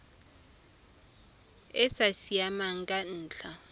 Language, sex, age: Tswana, female, 24